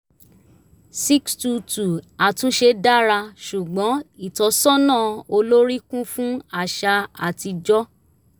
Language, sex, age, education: Yoruba, female, 30-45, tertiary